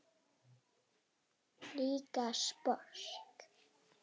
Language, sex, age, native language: Icelandic, female, 7, Icelandic